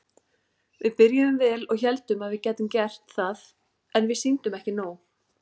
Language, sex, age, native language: Icelandic, female, 40-49, Icelandic